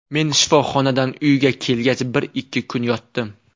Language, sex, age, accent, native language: Uzbek, male, 18-24, Toshkent viloyati, Uzbek